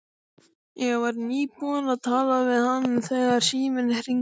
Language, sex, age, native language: Icelandic, male, 12, Icelandic